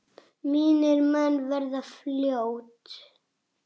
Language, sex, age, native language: Icelandic, male, 6, Icelandic